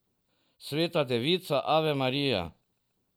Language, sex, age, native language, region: Slovenian, male, 50-59, Slovenian, Drava region